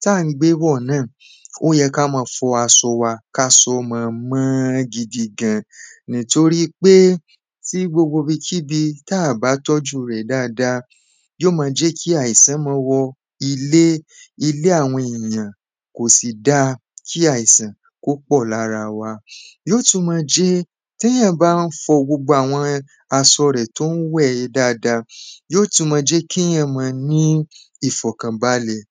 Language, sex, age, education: Yoruba, male, 15-29, tertiary